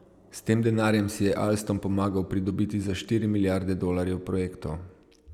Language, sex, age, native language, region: Slovenian, male, 30-49, Slovenian, Savinja region